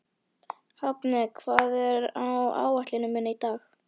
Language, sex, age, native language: Icelandic, female, 11, Icelandic